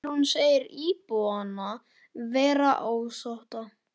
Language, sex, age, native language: Icelandic, male, 9, Icelandic